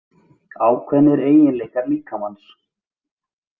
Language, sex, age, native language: Icelandic, male, 20-29, Icelandic